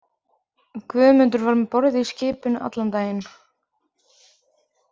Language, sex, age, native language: Icelandic, female, 20-29, Icelandic